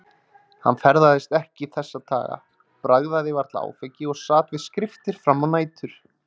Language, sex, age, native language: Icelandic, male, 30-39, Icelandic